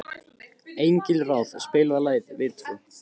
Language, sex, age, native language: Icelandic, male, 15, Icelandic